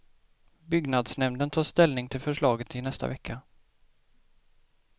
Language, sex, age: Swedish, male, 28